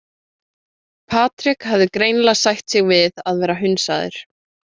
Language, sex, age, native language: Icelandic, female, 18-19, Icelandic